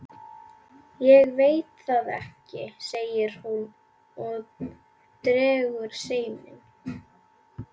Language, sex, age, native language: Icelandic, female, 11, Icelandic